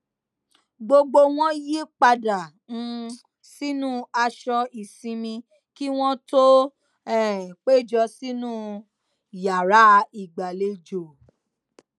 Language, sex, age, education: Yoruba, female, 15-29, tertiary